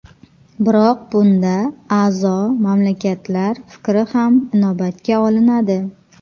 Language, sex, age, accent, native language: Uzbek, female, 30-39, Qoraqalpog'iston, Uzbek